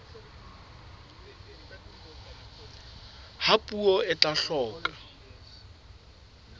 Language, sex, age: Southern Sotho, male, 26